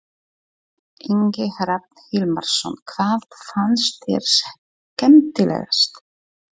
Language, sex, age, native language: Icelandic, female, 40-49, Polish